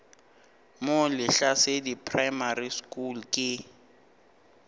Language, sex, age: Northern Sotho, male, 19